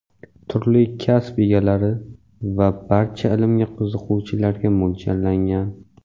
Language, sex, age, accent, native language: Uzbek, male, 18-24, Samarqand, Uzbek